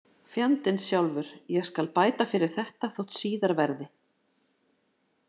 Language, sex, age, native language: Icelandic, female, 40-49, Icelandic